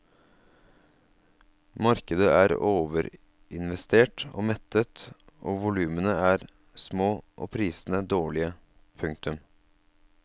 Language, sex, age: Norwegian, male, 27